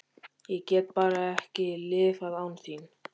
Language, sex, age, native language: Icelandic, male, 13, Icelandic